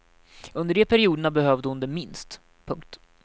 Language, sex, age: Swedish, male, 19